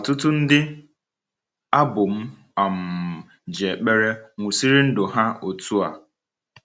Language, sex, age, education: Igbo, male, 15-29, tertiary